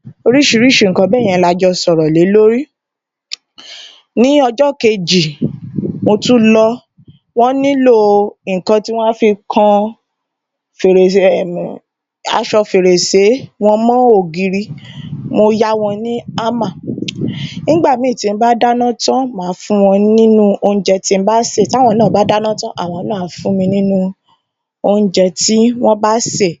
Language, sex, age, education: Yoruba, female, 30-45, tertiary